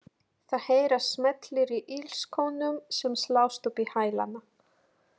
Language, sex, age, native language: Icelandic, female, 30-39, Polish